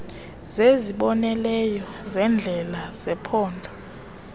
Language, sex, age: Xhosa, female, 28